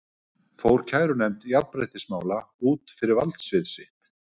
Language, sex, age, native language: Icelandic, male, 50-59, Icelandic